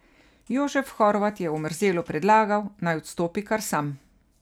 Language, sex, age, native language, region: Slovenian, female, 50-59, Slovenian, Carinthia region